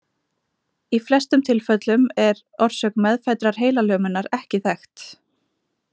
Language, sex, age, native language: Icelandic, female, 20-29, Icelandic